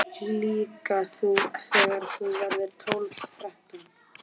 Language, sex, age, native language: Icelandic, male, 12, Icelandic